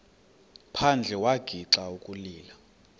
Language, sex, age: Xhosa, male, 33